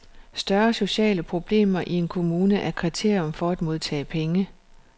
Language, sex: Danish, female